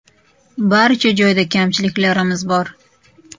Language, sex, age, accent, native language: Uzbek, female, 35+, Toshkent shahri, Uzbek